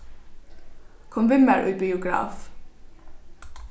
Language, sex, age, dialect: Faroese, female, 15-35, Norðurstreymoy/Eysturoy